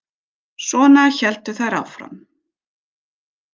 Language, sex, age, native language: Icelandic, female, 50-59, German